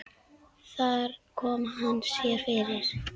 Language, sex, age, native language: Icelandic, female, 10, Icelandic